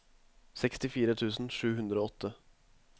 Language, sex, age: Norwegian, male, 21